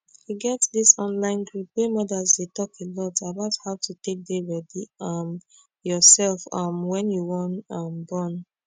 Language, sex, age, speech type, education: Nigerian Pidgin, female, 15-29, spontaneous, tertiary